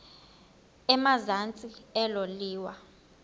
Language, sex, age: Xhosa, female, 26